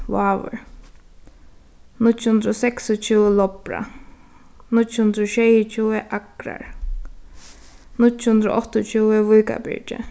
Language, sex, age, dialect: Faroese, female, 15-35, Suðuroy